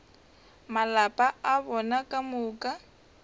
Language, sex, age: Northern Sotho, female, 21